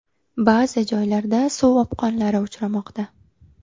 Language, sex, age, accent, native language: Uzbek, female, 18-24, Sirdaryo, Uzbek